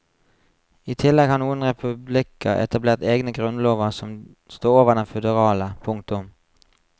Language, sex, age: Norwegian, male, 35